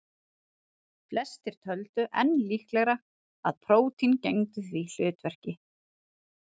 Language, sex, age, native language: Icelandic, female, 30-39, Icelandic